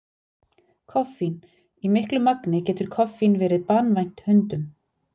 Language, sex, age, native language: Icelandic, female, 40-49, Icelandic